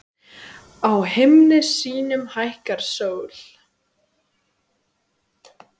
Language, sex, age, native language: Icelandic, female, 10, Icelandic